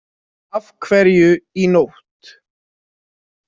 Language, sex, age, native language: Icelandic, male, 20-29, Icelandic